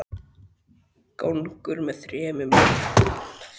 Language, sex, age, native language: Icelandic, male, 12, Icelandic